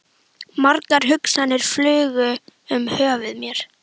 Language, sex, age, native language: Icelandic, female, 11, Icelandic